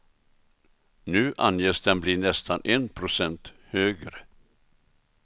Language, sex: Swedish, male